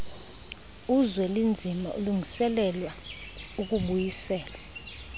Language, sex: Xhosa, female